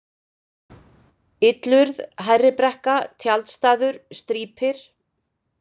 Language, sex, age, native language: Icelandic, female, 50-59, Icelandic